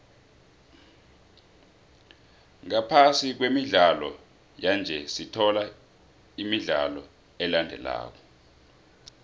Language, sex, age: South Ndebele, male, 26